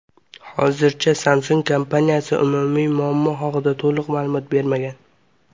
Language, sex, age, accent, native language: Uzbek, male, under 19, Qashqadaryo, Uzbek